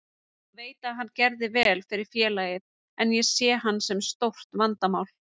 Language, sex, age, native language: Icelandic, female, 30-39, Icelandic